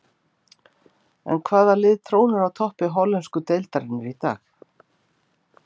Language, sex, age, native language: Icelandic, female, 50-59, Icelandic